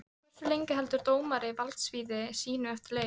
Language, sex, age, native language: Icelandic, female, 13, Icelandic